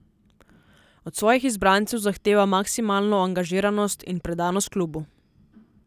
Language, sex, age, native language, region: Slovenian, female, 18-29, Slovenian, Southeast Slovenia